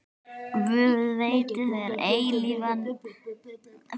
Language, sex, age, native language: Icelandic, female, 9, Icelandic